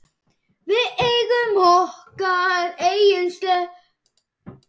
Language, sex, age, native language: Icelandic, male, 10, Icelandic